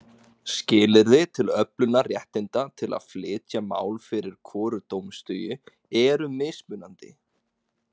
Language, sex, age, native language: Icelandic, male, 20-29, Icelandic